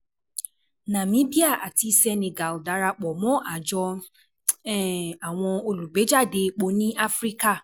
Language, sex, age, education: Yoruba, female, 15-29, tertiary